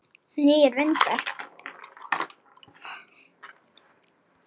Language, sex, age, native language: Icelandic, female, 9, Icelandic